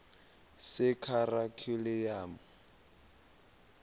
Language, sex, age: South Ndebele, male, 20